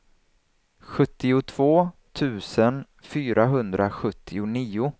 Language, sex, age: Swedish, male, 27